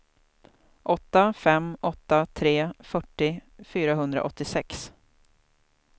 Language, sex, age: Swedish, female, 28